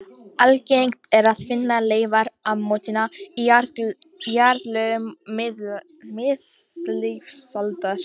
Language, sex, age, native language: Icelandic, female, 18-19, Icelandic